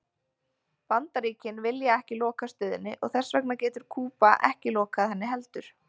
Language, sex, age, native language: Icelandic, female, 20-29, Icelandic